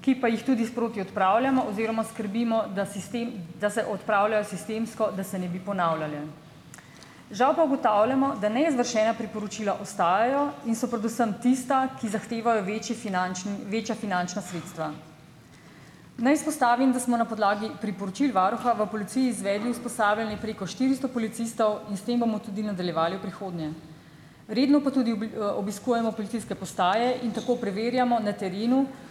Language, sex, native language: Slovenian, female, Slovenian